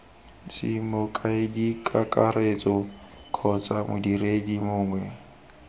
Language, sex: Tswana, male